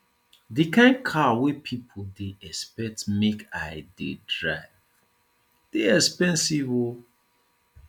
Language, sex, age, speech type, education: Nigerian Pidgin, male, 30-45, spontaneous, tertiary